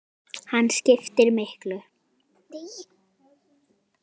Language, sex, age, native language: Icelandic, female, 10, Icelandic